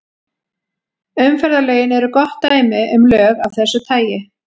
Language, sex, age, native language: Icelandic, female, 40-49, Icelandic